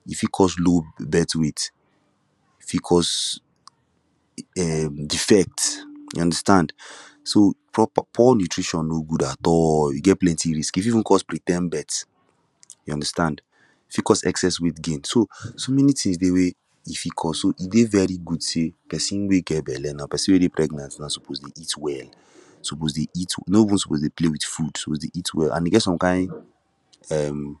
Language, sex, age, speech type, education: Nigerian Pidgin, male, 15-29, spontaneous, tertiary